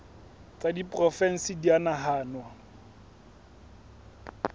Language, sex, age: Southern Sotho, male, 21